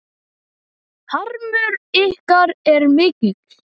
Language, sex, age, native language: Icelandic, male, 10, Icelandic